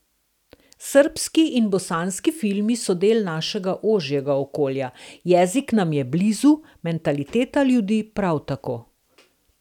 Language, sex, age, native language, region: Slovenian, female, 60+, Slovenian, Southeast Slovenia